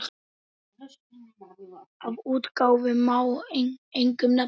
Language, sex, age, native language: Icelandic, male, 10, Icelandic